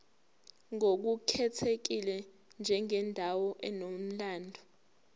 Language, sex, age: Zulu, female, 18